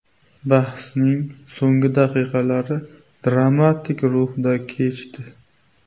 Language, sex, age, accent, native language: Uzbek, male, 18-24, Navoiy, Uzbek